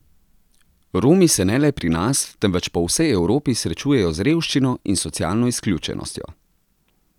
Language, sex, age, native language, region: Slovenian, male, 30-49, Slovenian, Central Slovenia